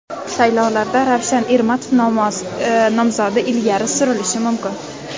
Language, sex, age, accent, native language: Uzbek, female, under 19, Toshkent viloyati, Uzbek